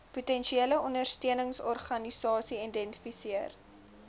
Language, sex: Afrikaans, female